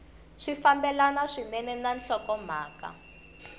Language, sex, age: Tsonga, female, 21